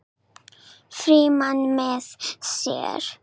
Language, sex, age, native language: Icelandic, female, 9, Serbo-Croatian